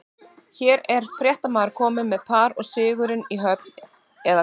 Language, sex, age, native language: Icelandic, female, 30-39, Icelandic